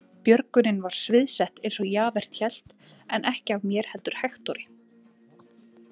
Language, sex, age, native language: Icelandic, female, 20-29, Icelandic